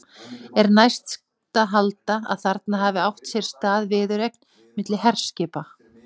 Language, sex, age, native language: Icelandic, female, 40-49, Icelandic